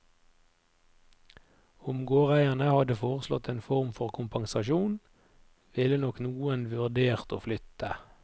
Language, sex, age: Norwegian, male, 30